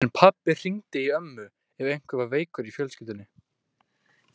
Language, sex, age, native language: Icelandic, male, 18-19, Icelandic